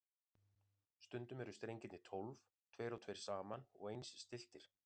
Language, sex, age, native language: Icelandic, male, 40-49, Icelandic